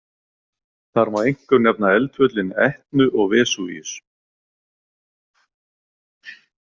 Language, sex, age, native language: Icelandic, male, 40-49, Icelandic